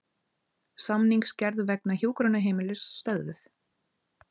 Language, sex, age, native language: Icelandic, female, 30-39, Icelandic